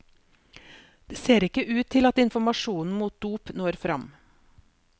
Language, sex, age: Norwegian, female, 47